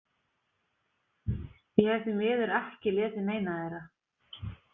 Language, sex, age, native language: Icelandic, female, 30-39, Icelandic